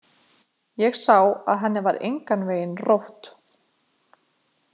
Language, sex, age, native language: Icelandic, female, 20-29, Icelandic